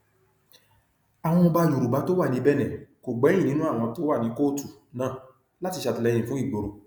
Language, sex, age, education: Yoruba, male, 30-45, tertiary